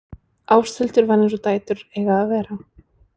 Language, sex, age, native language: Icelandic, female, 20-29, Icelandic